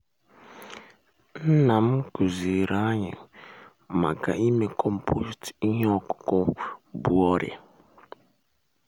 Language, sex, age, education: Igbo, male, 15-29, secondary